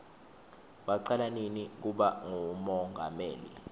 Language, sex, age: Swati, male, 21